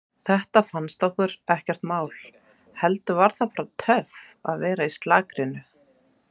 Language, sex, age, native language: Icelandic, female, 30-39, Icelandic